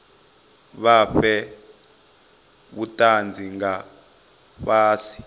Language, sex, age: Venda, male, 25